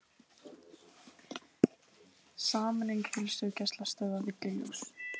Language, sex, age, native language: Icelandic, female, 18-19, Icelandic